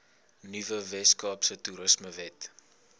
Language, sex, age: Afrikaans, male, 21